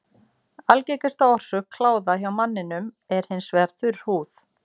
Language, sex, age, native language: Icelandic, female, 40-49, Icelandic